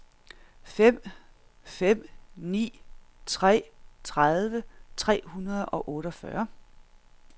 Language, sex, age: Danish, female, 46